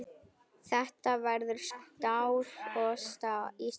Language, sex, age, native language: Icelandic, female, 9, Icelandic